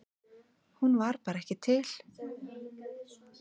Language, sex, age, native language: Icelandic, female, 40-49, Icelandic